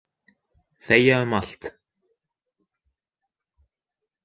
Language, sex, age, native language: Icelandic, male, 20-29, Icelandic